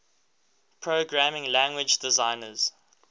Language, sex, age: English, male, 19